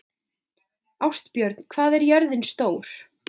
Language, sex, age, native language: Icelandic, female, 20-29, Icelandic